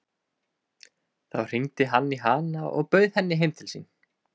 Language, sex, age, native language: Icelandic, male, 20-29, Icelandic